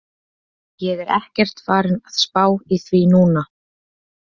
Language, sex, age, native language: Icelandic, female, 20-29, Icelandic